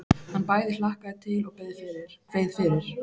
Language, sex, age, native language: Icelandic, female, 15, Icelandic